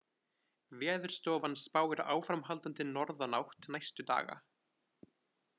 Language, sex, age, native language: Icelandic, male, 20-29, Icelandic